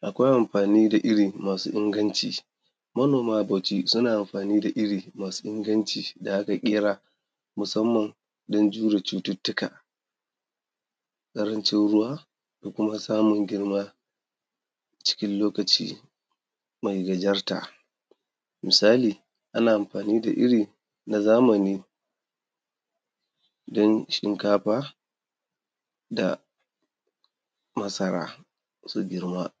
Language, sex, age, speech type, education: Hausa, male, 30-45, spontaneous, tertiary